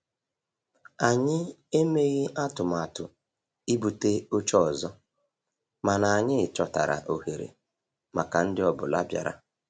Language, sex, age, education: Igbo, male, 46-60, tertiary